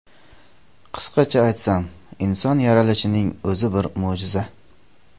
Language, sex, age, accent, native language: Uzbek, male, 25-34, Namangan, Uzbek